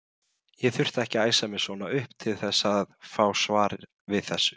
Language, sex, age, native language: Icelandic, male, 30-39, Icelandic